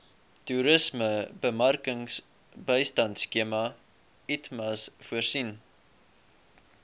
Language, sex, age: Afrikaans, male, 18